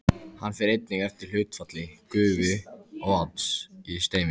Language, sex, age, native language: Icelandic, male, 14, Icelandic